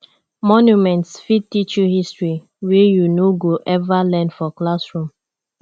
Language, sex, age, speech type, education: Nigerian Pidgin, female, 15-29, spontaneous, tertiary